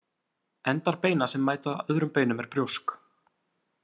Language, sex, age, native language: Icelandic, male, 18-19, Icelandic